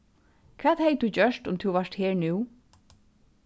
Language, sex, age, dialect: Faroese, female, 36-60, Suðurstreymoy